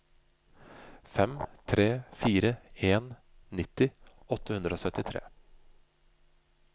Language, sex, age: Norwegian, male, 25